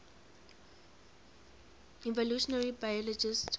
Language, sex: English, female